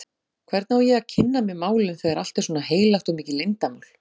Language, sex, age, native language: Icelandic, female, 40-49, Icelandic